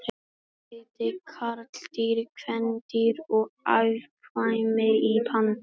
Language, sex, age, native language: Icelandic, female, 18-19, Icelandic